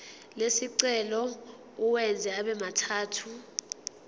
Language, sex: Zulu, female